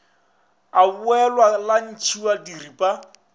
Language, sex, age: Northern Sotho, male, 24